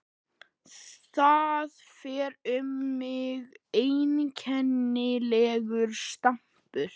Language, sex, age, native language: Icelandic, male, 11, Icelandic